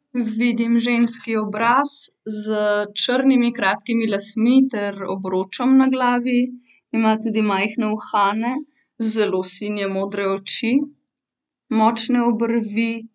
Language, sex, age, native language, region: Slovenian, female, 18-29, Slovenian, Central Slovenia